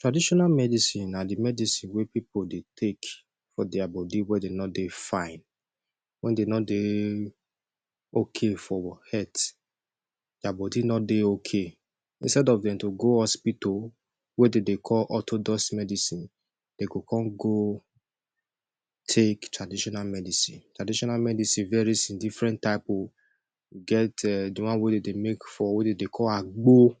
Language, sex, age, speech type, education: Nigerian Pidgin, male, 15-29, spontaneous, tertiary